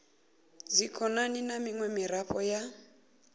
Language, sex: Venda, female